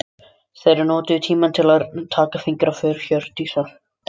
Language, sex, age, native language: Icelandic, other, 13, Icelandic